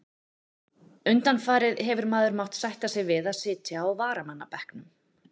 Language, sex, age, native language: Icelandic, female, 40-49, Icelandic